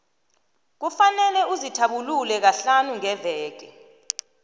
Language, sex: South Ndebele, female